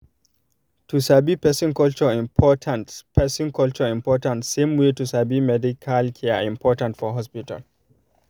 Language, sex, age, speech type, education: Nigerian Pidgin, male, 30-45, spontaneous, tertiary